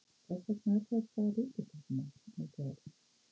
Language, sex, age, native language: Icelandic, female, 50-59, Icelandic